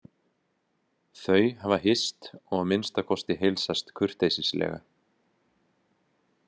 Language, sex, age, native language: Icelandic, male, 20-29, Icelandic